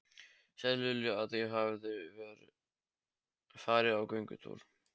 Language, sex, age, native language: Icelandic, male, 13, Polish